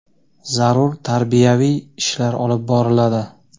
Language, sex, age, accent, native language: Uzbek, male, 25-34, Jizzax, Uzbek